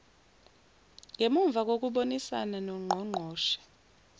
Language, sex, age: Zulu, female, 17